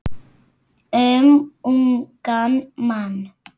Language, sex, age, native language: Icelandic, female, 8, Icelandic